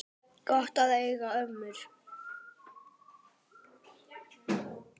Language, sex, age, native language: Icelandic, male, 10, Icelandic